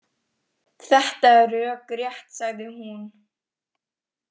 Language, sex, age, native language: Icelandic, female, 18-19, Icelandic